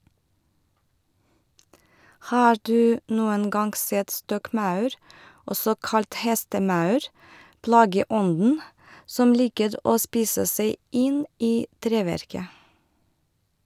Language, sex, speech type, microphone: Norwegian, female, read, Shure